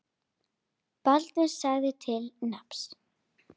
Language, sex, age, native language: Icelandic, female, 9, Icelandic